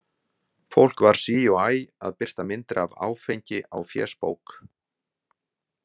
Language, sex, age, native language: Icelandic, male, 60-69, Icelandic